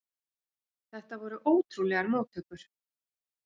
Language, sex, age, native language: Icelandic, female, 40-49, Icelandic